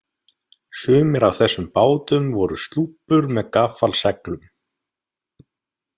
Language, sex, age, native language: Icelandic, male, 30-39, Icelandic